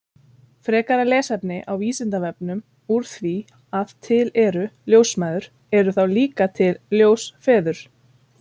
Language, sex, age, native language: Icelandic, female, 30-39, Icelandic